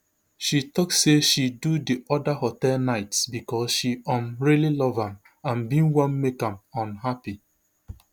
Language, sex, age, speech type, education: Nigerian Pidgin, male, 30-45, spontaneous, tertiary